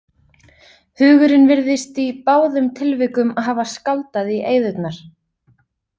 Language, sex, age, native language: Icelandic, female, 30-39, Icelandic